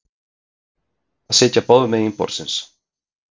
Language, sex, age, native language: Icelandic, male, 30-39, Icelandic